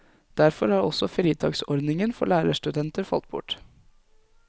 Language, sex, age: Norwegian, male, 20